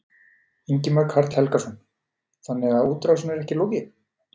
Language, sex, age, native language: Icelandic, male, 40-49, Icelandic